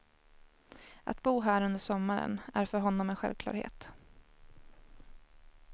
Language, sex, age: Swedish, female, 21